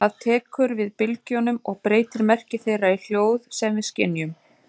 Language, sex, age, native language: Icelandic, female, 30-39, Icelandic